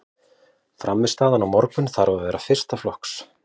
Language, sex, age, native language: Icelandic, male, 40-49, Icelandic